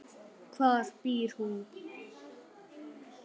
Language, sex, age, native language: Icelandic, male, 9, Icelandic